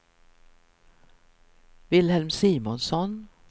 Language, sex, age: Swedish, female, 64